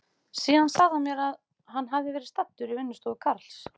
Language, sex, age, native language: Icelandic, female, 30-39, Icelandic